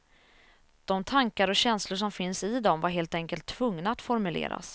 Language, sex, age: Swedish, female, 27